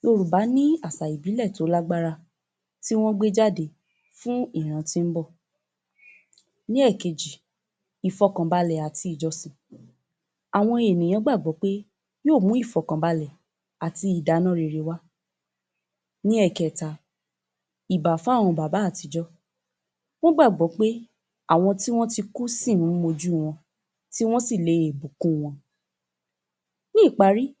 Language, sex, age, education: Yoruba, female, 15-29, tertiary